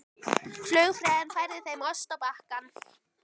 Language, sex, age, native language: Icelandic, female, 12, Icelandic